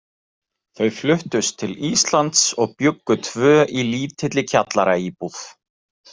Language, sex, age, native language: Icelandic, male, 40-49, Icelandic